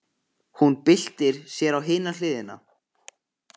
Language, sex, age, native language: Icelandic, male, 15, Icelandic